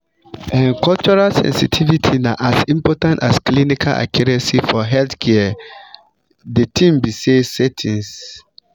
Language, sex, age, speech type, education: Nigerian Pidgin, male, 15-29, spontaneous, tertiary